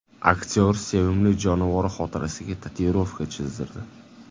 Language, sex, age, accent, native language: Uzbek, male, 18-24, Toshkent shahri, Uzbek